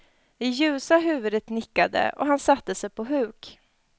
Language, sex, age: Swedish, female, 20